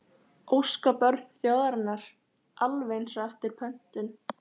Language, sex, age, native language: Icelandic, female, 13, Icelandic